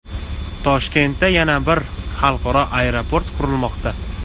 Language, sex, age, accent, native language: Uzbek, male, 18-24, Toshkent viloyati, Uzbek